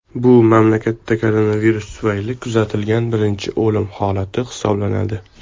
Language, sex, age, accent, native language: Uzbek, male, 19-29, Farg'ona, Uzbek